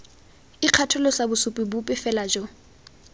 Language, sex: Tswana, female